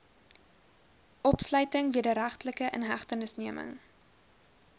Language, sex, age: Afrikaans, female, 20